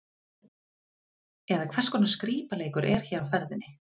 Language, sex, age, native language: Icelandic, female, 30-39, Icelandic